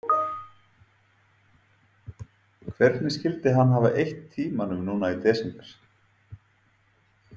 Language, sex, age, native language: Icelandic, male, 30-39, Icelandic